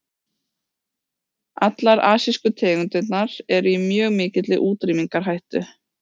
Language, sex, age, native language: Icelandic, female, 30-39, Icelandic